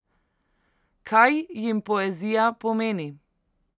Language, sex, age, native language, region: Slovenian, female, 18-29, Slovenian, Central Slovenia